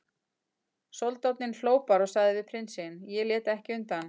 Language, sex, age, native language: Icelandic, female, 40-49, Icelandic